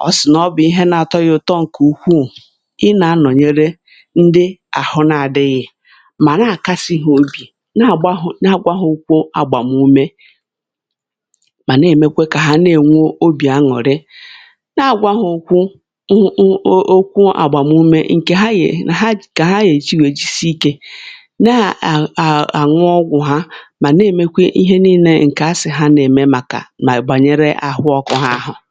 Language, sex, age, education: Igbo, female, 46-60, tertiary